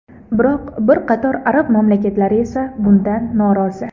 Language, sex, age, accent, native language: Uzbek, female, 18-24, Andijon, Uzbek